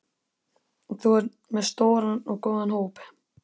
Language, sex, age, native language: Icelandic, male, 13, Icelandic